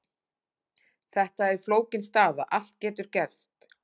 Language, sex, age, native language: Icelandic, female, 40-49, Icelandic